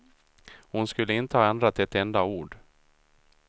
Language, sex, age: Swedish, male, 37